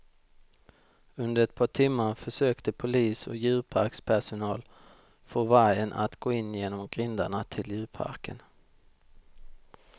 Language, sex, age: Swedish, male, 32